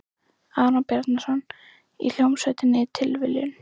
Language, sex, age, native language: Icelandic, female, 11, Icelandic